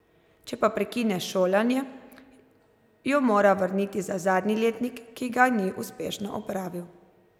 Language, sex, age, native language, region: Slovenian, female, 30-49, Slovenian, Zasavska region